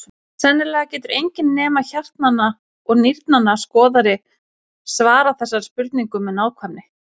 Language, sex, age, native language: Icelandic, female, 40-49, Icelandic